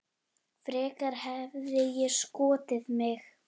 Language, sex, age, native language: Icelandic, female, 8, Icelandic